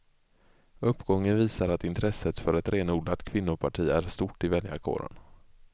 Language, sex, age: Swedish, male, 24